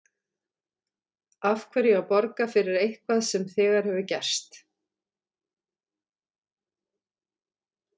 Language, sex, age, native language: Icelandic, female, 40-49, Icelandic